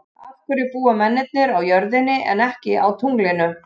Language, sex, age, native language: Icelandic, male, 11, Icelandic